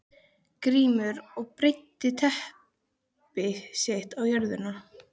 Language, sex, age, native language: Icelandic, female, 13, Icelandic